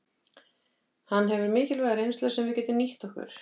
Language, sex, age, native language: Icelandic, female, 50-59, Icelandic